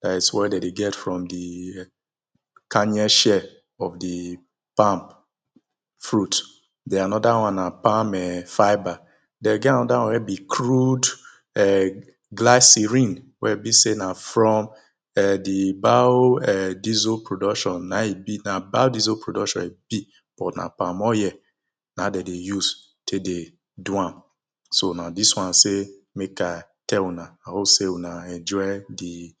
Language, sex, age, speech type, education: Nigerian Pidgin, male, 30-45, spontaneous, tertiary